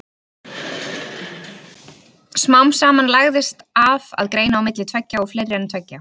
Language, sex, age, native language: Icelandic, female, 30-39, Icelandic